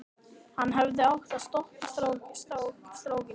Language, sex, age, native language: Icelandic, male, 12, Icelandic